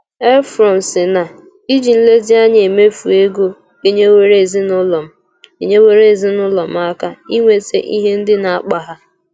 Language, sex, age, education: Igbo, female, 15-29, tertiary